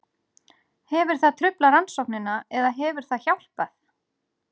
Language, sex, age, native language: Icelandic, female, 40-49, Icelandic